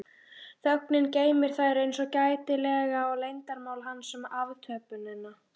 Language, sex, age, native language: Icelandic, female, 12, Icelandic